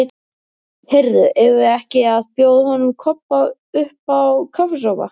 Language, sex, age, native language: Icelandic, male, 13, Icelandic